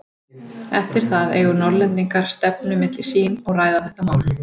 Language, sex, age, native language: Icelandic, female, 40-49, Icelandic